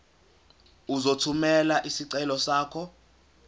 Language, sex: Zulu, male